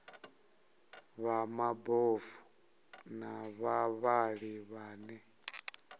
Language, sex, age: Venda, male, 37